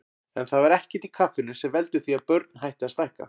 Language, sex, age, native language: Icelandic, male, 40-49, Icelandic